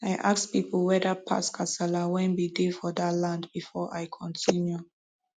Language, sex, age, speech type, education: Nigerian Pidgin, female, 15-29, spontaneous, tertiary